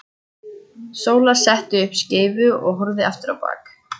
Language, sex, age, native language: Icelandic, female, 14, Icelandic